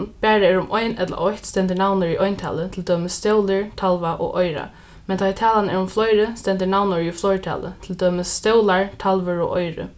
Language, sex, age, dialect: Faroese, female, 15-35, Norðuroyggjar